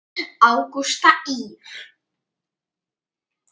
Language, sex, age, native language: Icelandic, male, 9, Icelandic